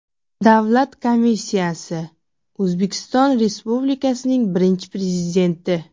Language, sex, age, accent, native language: Uzbek, female, 18-24, Jizzax, Uzbek